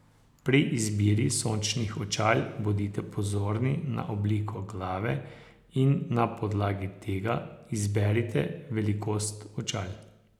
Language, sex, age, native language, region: Slovenian, male, 60+, Slovenian, Posavska region